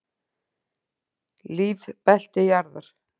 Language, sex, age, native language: Icelandic, female, 40-49, Icelandic